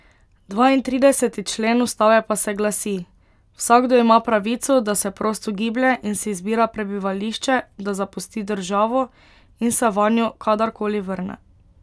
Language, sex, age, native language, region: Slovenian, female, 18-29, Slovenian, Pomurje region